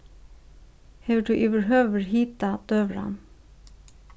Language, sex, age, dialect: Faroese, female, 36-60, Suðurstreymoy